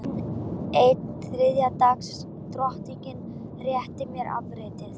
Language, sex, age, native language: Icelandic, female, 12, Icelandic